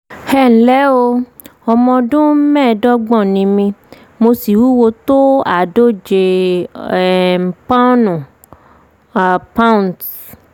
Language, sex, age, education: Yoruba, female, 15-29, primary